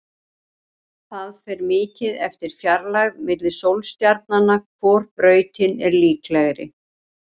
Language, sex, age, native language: Icelandic, female, 60-69, Icelandic